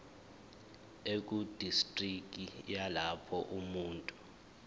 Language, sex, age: Zulu, male, 21